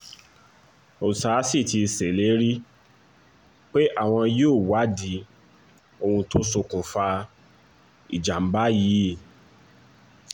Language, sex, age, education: Yoruba, male, 15-29, tertiary